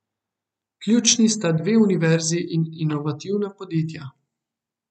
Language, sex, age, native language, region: Slovenian, male, 18-29, Slovenian, Central Slovenia